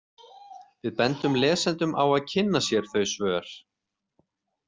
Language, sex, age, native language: Icelandic, male, 30-39, Icelandic